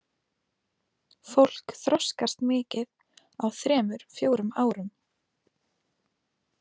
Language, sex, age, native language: Icelandic, female, 20-29, Icelandic